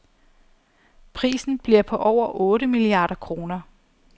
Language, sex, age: Danish, female, 34